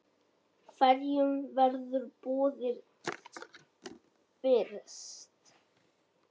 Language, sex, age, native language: Icelandic, male, 9, Icelandic